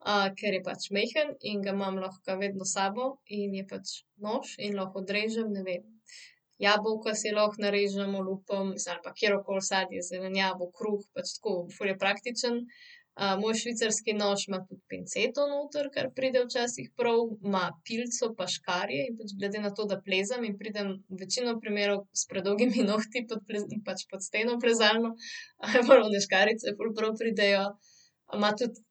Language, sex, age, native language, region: Slovenian, female, 30-49, Slovenian, Central Slovenia